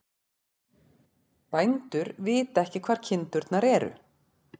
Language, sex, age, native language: Icelandic, female, 40-49, Icelandic